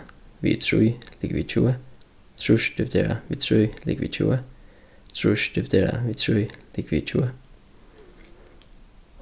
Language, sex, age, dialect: Faroese, male, 15-35, Suðurstreymoy